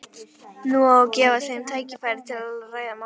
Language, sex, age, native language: Icelandic, female, 11, Icelandic